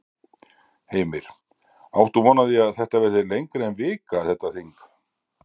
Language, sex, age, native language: Icelandic, male, 60-69, Icelandic